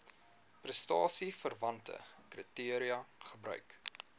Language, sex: Afrikaans, male